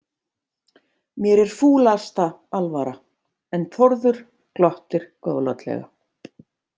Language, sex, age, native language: Icelandic, female, 50-59, Icelandic